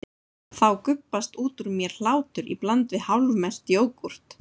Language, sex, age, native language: Icelandic, female, 30-39, Icelandic